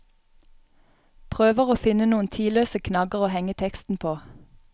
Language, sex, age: Norwegian, female, 31